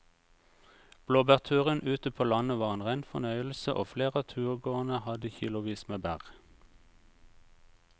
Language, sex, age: Norwegian, male, 36